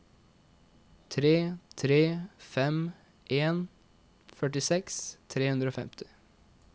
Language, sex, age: Norwegian, male, 21